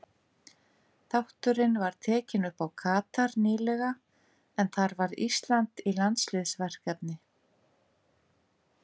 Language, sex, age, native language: Icelandic, female, 50-59, Icelandic